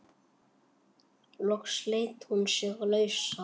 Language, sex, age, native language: Icelandic, male, 8, Icelandic